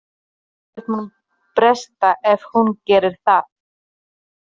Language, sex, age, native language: Icelandic, female, 30-39, Polish